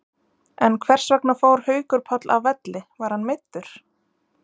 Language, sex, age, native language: Icelandic, female, 20-29, Icelandic